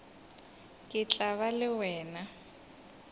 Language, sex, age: Northern Sotho, female, 22